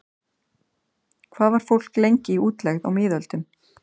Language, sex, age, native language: Icelandic, female, 30-39, Icelandic